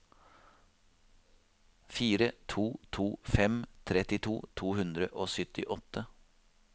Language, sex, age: Norwegian, male, 52